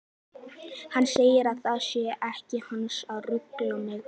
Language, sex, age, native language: Icelandic, male, 11, Icelandic